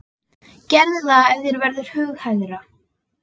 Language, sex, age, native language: Icelandic, female, 12, Icelandic